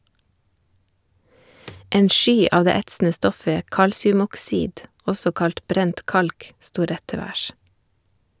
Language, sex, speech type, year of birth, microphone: Norwegian, female, read, 1978, Shure